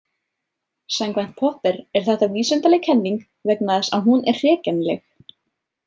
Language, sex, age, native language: Icelandic, female, 30-39, Icelandic